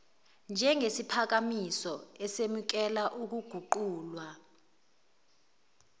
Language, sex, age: Zulu, female, 19